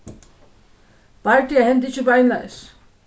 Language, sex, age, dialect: Faroese, female, 36-60, Suðuroy